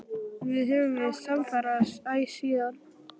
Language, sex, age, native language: Icelandic, male, 11, Icelandic